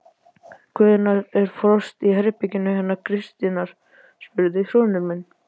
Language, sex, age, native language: Icelandic, male, 12, Icelandic